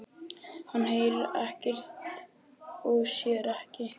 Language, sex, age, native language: Icelandic, male, 11, Icelandic